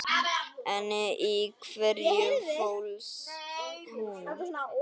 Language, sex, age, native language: Icelandic, male, 8, Icelandic